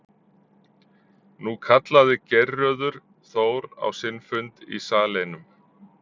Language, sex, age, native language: Icelandic, male, 40-49, Icelandic